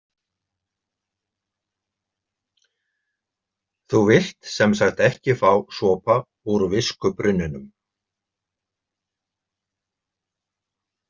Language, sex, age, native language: Icelandic, male, 70-79, Icelandic